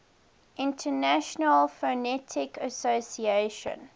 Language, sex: English, female